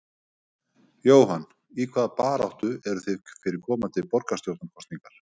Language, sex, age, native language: Icelandic, male, 50-59, Icelandic